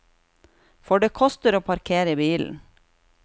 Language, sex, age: Norwegian, female, 36